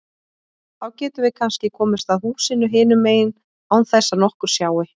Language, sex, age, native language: Icelandic, female, 20-29, Icelandic